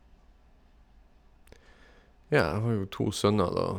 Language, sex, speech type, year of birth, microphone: Norwegian, male, spontaneous, 1972, Shure